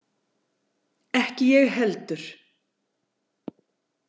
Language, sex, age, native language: Icelandic, female, 40-49, Icelandic